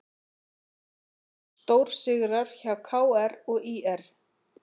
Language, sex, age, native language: Icelandic, female, 40-49, Icelandic